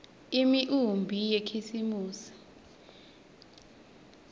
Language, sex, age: Swati, female, 21